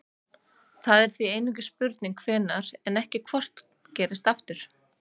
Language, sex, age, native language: Icelandic, female, 30-39, Icelandic